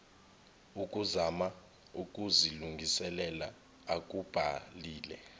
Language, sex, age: Zulu, male, 21